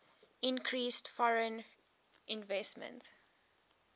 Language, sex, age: English, female, 18